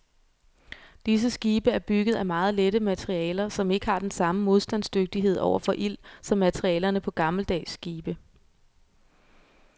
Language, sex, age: Danish, female, 24